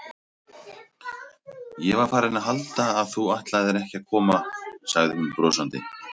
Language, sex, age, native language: Icelandic, male, 30-39, Icelandic